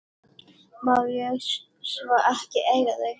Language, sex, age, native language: Icelandic, female, 18-19, Icelandic